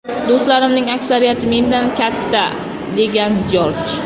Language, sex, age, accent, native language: Uzbek, female, 25-34, Qashqadaryo, Uzbek